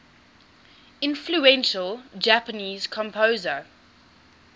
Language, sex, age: English, female, 20